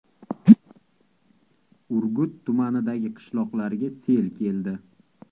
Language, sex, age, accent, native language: Uzbek, male, 18-24, Toshkent viloyati, Uzbek